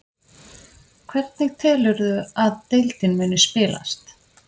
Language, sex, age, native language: Icelandic, female, 50-59, Icelandic